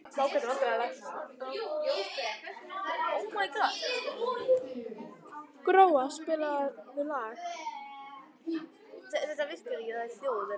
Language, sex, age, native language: Icelandic, female, 18-19, Icelandic